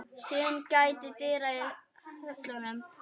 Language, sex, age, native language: Icelandic, female, 9, Icelandic